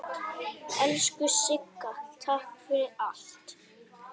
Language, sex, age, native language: Icelandic, male, 8, Icelandic